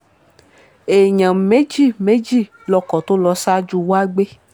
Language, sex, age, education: Yoruba, female, 15-29, tertiary